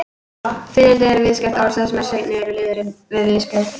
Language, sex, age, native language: Icelandic, female, 18-19, Icelandic